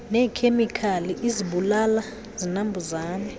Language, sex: Xhosa, female